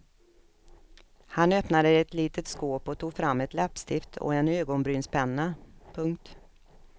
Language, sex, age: Swedish, female, 56